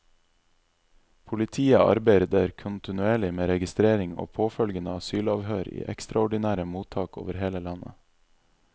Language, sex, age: Norwegian, male, 26